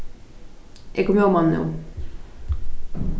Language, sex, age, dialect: Faroese, female, 15-35, Vágar